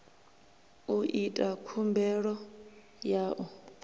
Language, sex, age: Venda, female, 23